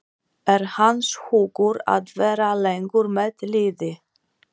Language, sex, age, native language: Icelandic, female, 40-49, Polish